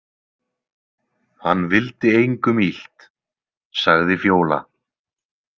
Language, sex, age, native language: Icelandic, male, 20-29, Icelandic